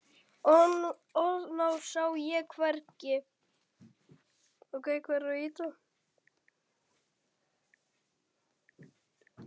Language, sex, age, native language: Icelandic, male, 7, Icelandic